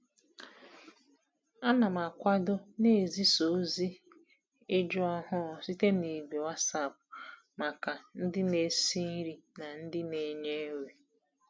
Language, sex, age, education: Igbo, female, 15-29, tertiary